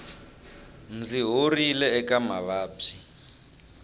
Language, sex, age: Tsonga, male, 25